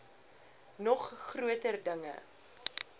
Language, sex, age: Afrikaans, female, 21